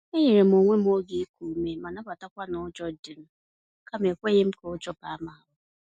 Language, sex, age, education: Igbo, female, 15-29, tertiary